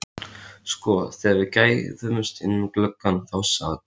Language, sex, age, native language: Icelandic, male, 13, Icelandic